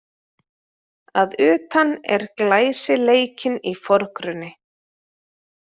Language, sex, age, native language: Icelandic, female, 30-39, Icelandic